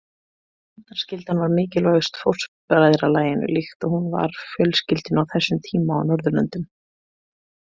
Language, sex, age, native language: Icelandic, female, 20-29, Icelandic